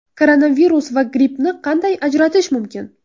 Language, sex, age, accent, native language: Uzbek, female, under 19, Toshkent viloyati, Uzbek